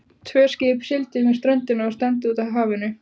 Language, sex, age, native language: Icelandic, female, 15, Icelandic